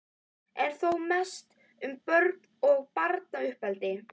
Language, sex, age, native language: Icelandic, female, 11, Icelandic